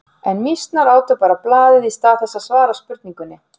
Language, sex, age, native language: Icelandic, female, 40-49, Icelandic